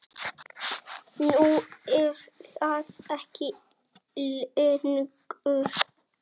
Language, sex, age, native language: Icelandic, male, 7, Icelandic